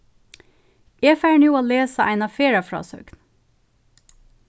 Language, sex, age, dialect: Faroese, female, 36-60, Suðurstreymoy